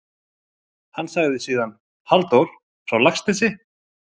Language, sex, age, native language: Icelandic, male, 30-39, Icelandic